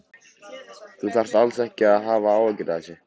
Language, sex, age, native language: Icelandic, male, 13, Icelandic